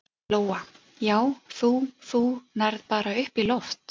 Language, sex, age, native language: Icelandic, female, 40-49, Icelandic